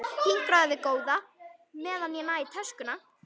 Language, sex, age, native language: Icelandic, female, 11, Icelandic